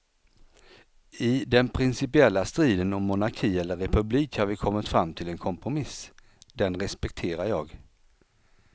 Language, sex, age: Swedish, male, 49